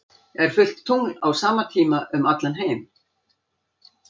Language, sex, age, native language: Icelandic, female, 60-69, Icelandic